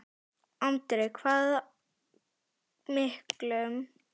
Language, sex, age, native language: Icelandic, female, 10, Icelandic